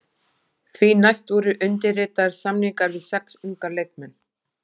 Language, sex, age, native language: Icelandic, female, 40-49, Icelandic